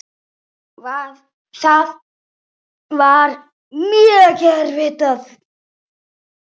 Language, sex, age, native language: Icelandic, male, 9, Icelandic